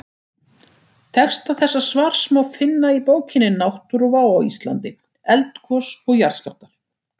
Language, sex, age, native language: Icelandic, female, 60-69, Icelandic